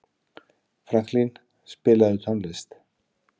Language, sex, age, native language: Icelandic, male, 50-59, Icelandic